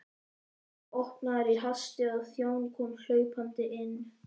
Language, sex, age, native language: Icelandic, male, 11, Icelandic